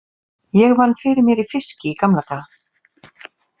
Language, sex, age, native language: Icelandic, female, 40-49, Icelandic